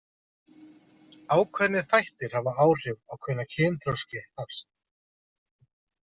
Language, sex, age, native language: Icelandic, male, 30-39, Icelandic